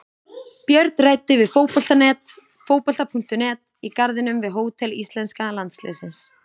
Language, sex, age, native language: Icelandic, female, 20-29, Icelandic